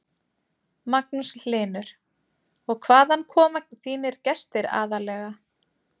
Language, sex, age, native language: Icelandic, female, 30-39, Icelandic